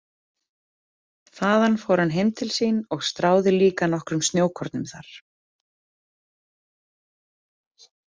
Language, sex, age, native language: Icelandic, female, 30-39, Icelandic